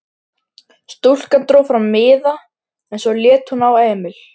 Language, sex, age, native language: Icelandic, male, 13, Icelandic